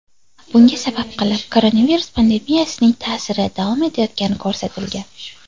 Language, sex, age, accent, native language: Uzbek, female, 18-24, Toshkent viloyati, Uzbek